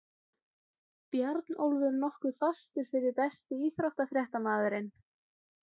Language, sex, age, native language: Icelandic, female, 17, Icelandic